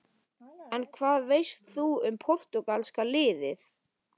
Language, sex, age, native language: Icelandic, female, 11, Icelandic